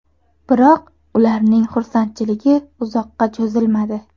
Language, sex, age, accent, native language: Uzbek, female, under 19, Toshkent shahri, Uzbek